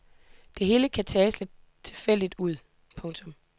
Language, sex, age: Danish, female, 18